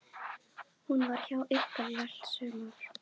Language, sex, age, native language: Icelandic, female, 12, Icelandic